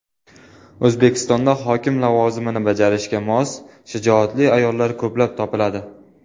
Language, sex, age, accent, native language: Uzbek, male, 19-29, Farg'ona, Uzbek